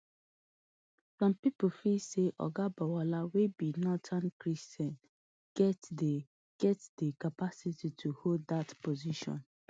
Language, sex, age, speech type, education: Nigerian Pidgin, female, 30-45, spontaneous, tertiary